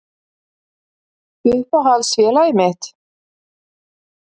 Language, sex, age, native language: Icelandic, female, 50-59, Icelandic